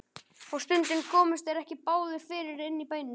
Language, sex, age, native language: Icelandic, male, 12, Icelandic